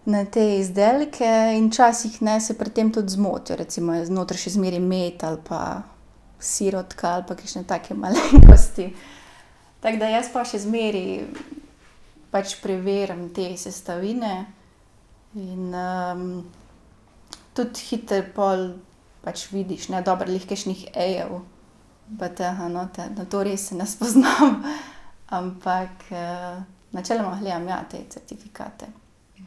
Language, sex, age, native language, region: Slovenian, female, 18-29, Slovenian, Gorica region